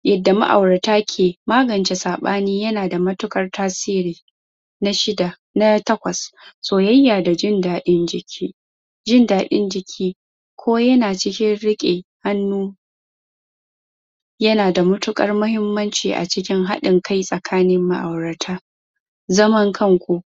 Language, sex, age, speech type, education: Hausa, female, 15-29, spontaneous, tertiary